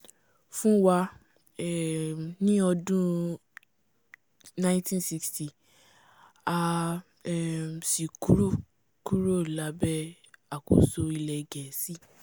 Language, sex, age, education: Yoruba, female, 15-29, tertiary